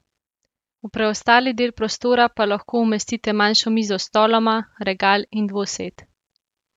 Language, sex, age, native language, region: Slovenian, female, 18-29, Slovenian, Central Slovenia